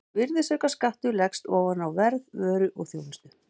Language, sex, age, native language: Icelandic, female, 50-59, Icelandic